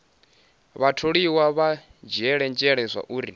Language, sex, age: Venda, male, 19